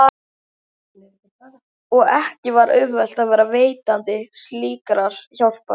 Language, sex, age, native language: Icelandic, male, 11, Icelandic